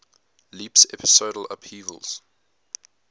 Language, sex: English, male